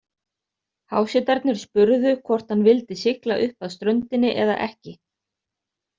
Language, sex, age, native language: Icelandic, other, 30-39, Icelandic